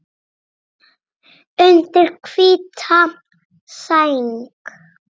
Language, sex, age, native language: Icelandic, female, 6, Icelandic